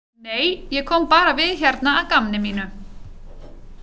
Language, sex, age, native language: Icelandic, female, 30-39, Icelandic